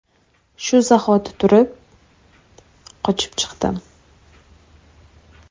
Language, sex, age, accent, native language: Uzbek, female, 18-24, Toshkent viloyati, Uzbek